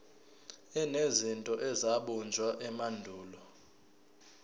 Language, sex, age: Zulu, male, 20